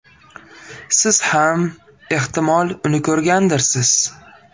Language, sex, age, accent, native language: Uzbek, male, 18-24, Farg'ona, Uzbek